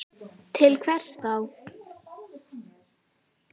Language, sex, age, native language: Icelandic, female, 9, Icelandic